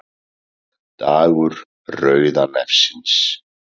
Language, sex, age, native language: Icelandic, male, 30-39, Icelandic